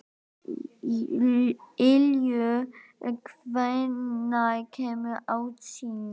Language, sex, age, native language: Icelandic, female, 12, Icelandic